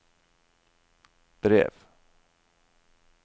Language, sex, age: Norwegian, male, 47